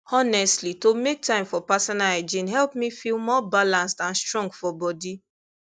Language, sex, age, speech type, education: Nigerian Pidgin, female, 15-29, spontaneous, tertiary